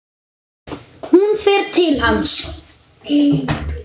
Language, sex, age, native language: Icelandic, male, 9, Icelandic